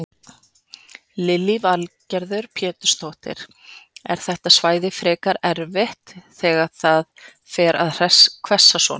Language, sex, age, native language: Icelandic, female, 40-49, Icelandic